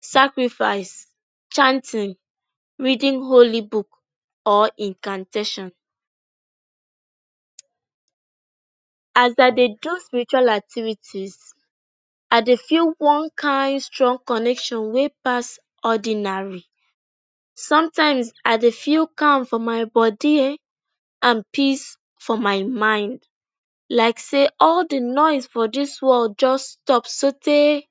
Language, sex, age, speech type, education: Nigerian Pidgin, female, 15-29, spontaneous, tertiary